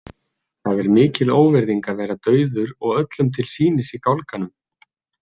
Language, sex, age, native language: Icelandic, male, 20-29, Icelandic